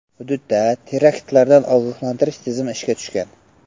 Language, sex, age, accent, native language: Uzbek, male, 12-17, Samarqand, Uzbek